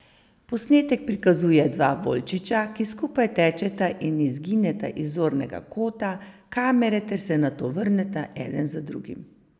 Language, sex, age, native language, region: Slovenian, female, 50-59, Slovenian, Savinja region